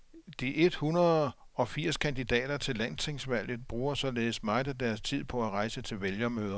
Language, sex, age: Danish, male, 57